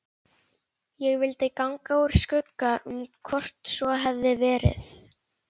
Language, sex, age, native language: Icelandic, female, 11, Icelandic